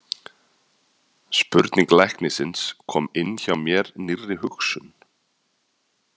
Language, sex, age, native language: Icelandic, male, 30-39, Icelandic